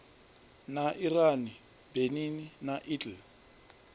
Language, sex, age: Venda, male, 39